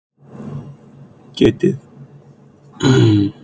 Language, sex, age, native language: Icelandic, male, 20-29, Icelandic